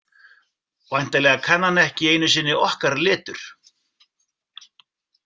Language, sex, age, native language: Icelandic, male, 40-49, Icelandic